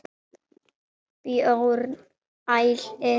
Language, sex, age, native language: Icelandic, male, 7, Icelandic